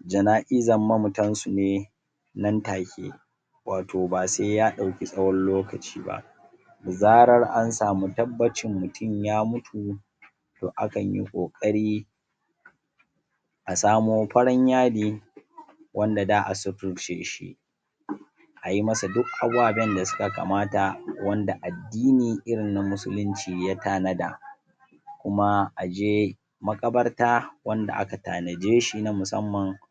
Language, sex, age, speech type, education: Hausa, male, 30-45, spontaneous, tertiary